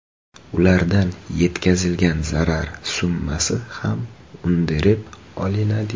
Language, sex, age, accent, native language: Uzbek, male, 18-24, Toshkent viloyati, Uzbek